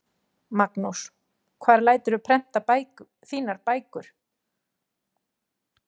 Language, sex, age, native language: Icelandic, female, 40-49, Icelandic